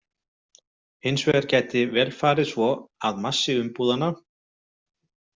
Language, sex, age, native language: Icelandic, male, 40-49, Icelandic